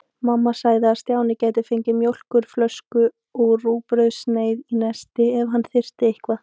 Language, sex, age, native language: Icelandic, female, 18-19, Icelandic